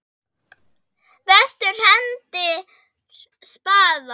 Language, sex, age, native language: Icelandic, female, 10, Icelandic